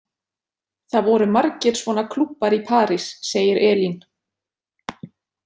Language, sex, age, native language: Icelandic, female, 40-49, Icelandic